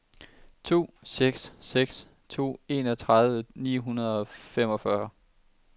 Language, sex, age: Danish, male, 23